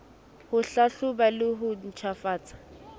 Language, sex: Southern Sotho, female